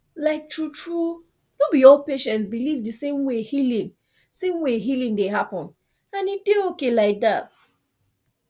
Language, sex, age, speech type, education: Nigerian Pidgin, female, 15-29, spontaneous, tertiary